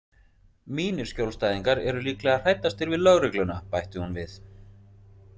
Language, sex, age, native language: Icelandic, male, 40-49, Icelandic